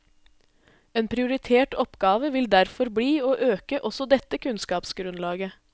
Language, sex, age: Norwegian, female, 20